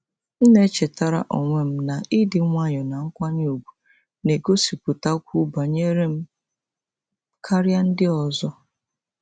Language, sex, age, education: Igbo, female, 30-45, tertiary